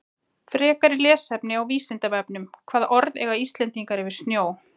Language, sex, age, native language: Icelandic, female, 40-49, Icelandic